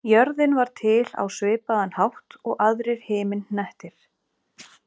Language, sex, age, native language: Icelandic, female, 40-49, Icelandic